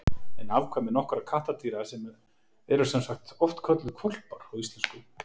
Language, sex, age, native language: Icelandic, male, 40-49, Icelandic